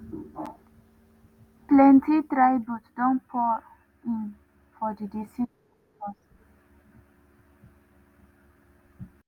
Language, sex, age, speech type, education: Nigerian Pidgin, female, 15-29, spontaneous, tertiary